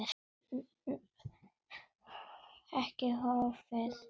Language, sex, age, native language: Icelandic, female, 9, Icelandic